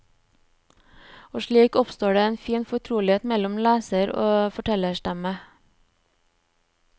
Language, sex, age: Norwegian, female, 29